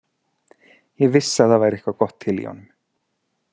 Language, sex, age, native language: Icelandic, male, 40-49, Icelandic